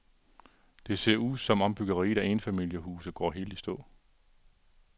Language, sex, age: Danish, male, 42